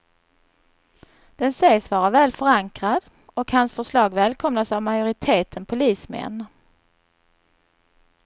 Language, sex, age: Swedish, female, 39